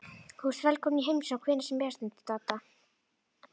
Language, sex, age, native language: Icelandic, female, 11, Icelandic